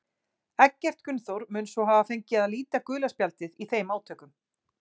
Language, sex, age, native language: Icelandic, female, 40-49, Icelandic